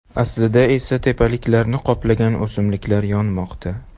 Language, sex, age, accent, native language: Uzbek, male, 18-24, Jizzax, Uzbek